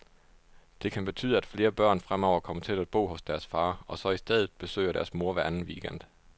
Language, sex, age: Danish, male, 29